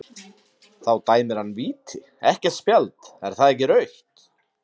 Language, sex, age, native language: Icelandic, male, 30-39, Icelandic